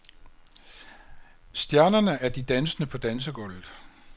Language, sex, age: Danish, male, 56